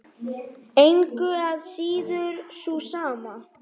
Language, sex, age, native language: Icelandic, female, 5, Icelandic